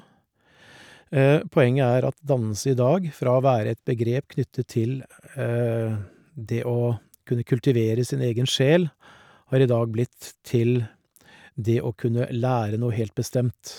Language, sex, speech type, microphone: Norwegian, male, spontaneous, Shure